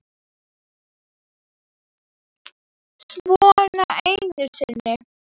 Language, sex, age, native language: Icelandic, female, 7, Icelandic